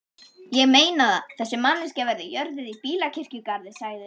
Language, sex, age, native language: Icelandic, female, 11, Icelandic